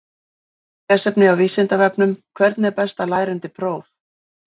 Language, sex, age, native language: Icelandic, female, 40-49, Icelandic